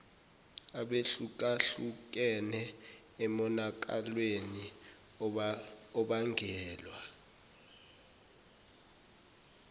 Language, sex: Zulu, male